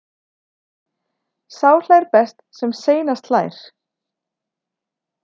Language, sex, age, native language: Icelandic, female, 30-39, Icelandic